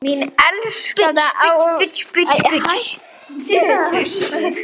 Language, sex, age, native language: Icelandic, male, 9, Icelandic